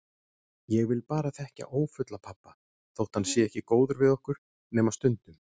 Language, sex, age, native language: Icelandic, male, 40-49, Icelandic